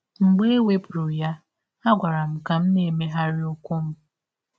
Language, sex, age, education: Igbo, female, 15-29, tertiary